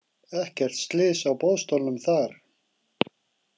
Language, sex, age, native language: Icelandic, male, 40-49, Icelandic